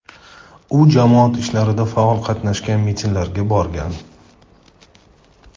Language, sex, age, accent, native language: Uzbek, male, 35+, Toshkent shahri, Russian